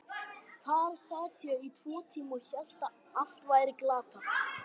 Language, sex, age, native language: Icelandic, male, 18-19, Icelandic